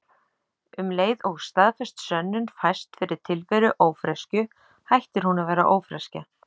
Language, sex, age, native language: Icelandic, female, 30-39, Icelandic